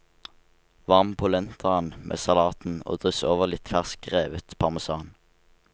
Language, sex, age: Norwegian, male, 19